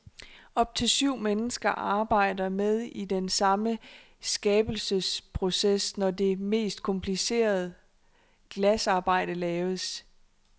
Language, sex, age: Danish, female, 26